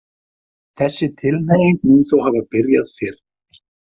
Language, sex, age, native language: Icelandic, male, 50-59, Icelandic